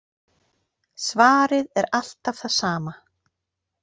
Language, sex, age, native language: Icelandic, female, 40-49, Icelandic